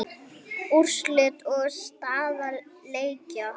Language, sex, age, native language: Icelandic, female, 9, Icelandic